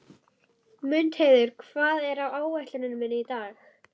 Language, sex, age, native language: Icelandic, female, 11, Icelandic